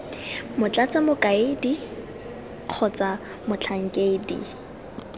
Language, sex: Tswana, female